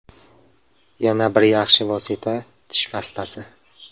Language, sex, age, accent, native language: Uzbek, male, 25-34, Samarqand, Uzbek